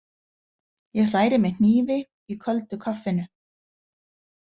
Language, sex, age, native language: Icelandic, female, 50-59, Icelandic